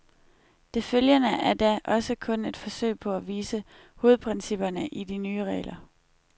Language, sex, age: Danish, female, 21